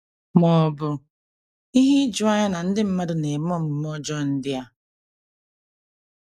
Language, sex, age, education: Igbo, female, 30-45, tertiary